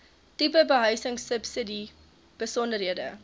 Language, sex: Afrikaans, female